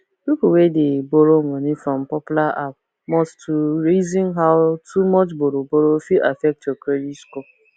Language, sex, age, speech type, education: Nigerian Pidgin, female, 15-29, spontaneous, tertiary